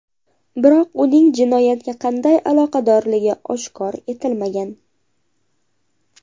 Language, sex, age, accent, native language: Uzbek, female, 18-24, Andijon, Uzbek